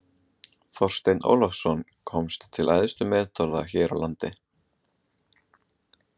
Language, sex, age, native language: Icelandic, male, 20-29, Icelandic